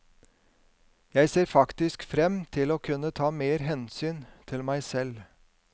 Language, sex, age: Norwegian, male, 50